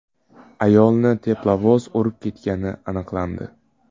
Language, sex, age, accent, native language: Uzbek, male, 18-24, Surxondaryo, Uzbek